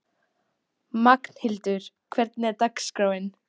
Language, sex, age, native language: Icelandic, female, 12, Icelandic